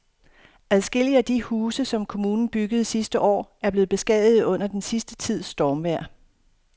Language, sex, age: Danish, female, 51